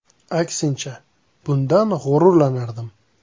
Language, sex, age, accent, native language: Uzbek, male, 25-34, Toshkent shahri, Uzbek